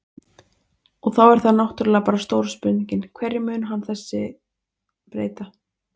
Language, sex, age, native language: Icelandic, female, 20-29, Icelandic